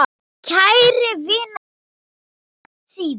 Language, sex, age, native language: Icelandic, female, 10, Thai